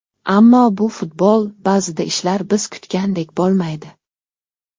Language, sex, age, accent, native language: Uzbek, male, 19-29, Xorazm, Uzbek